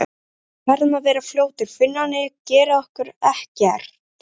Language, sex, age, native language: Icelandic, male, 13, Icelandic